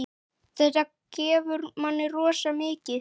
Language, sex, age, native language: Icelandic, male, 9, Icelandic